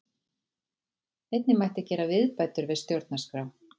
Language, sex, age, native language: Icelandic, female, 40-49, Icelandic